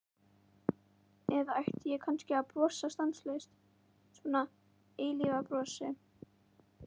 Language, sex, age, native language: Icelandic, female, 11, Icelandic